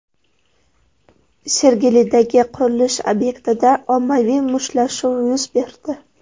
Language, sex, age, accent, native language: Uzbek, female, 18-24, Farg'ona, Uzbek